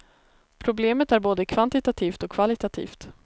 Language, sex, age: Swedish, female, 33